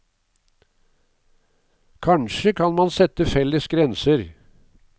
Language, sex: Norwegian, male